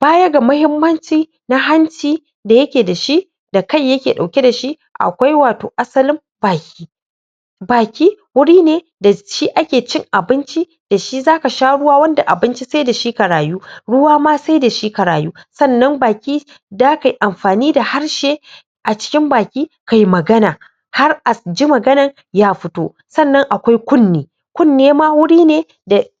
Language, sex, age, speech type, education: Hausa, female, 15-29, spontaneous, tertiary